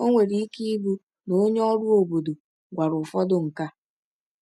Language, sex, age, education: Igbo, female, 15-29, tertiary